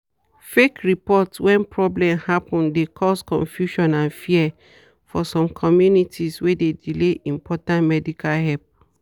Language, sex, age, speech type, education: Nigerian Pidgin, female, 30-45, spontaneous, tertiary